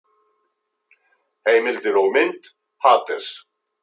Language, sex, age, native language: Icelandic, male, 50-59, Icelandic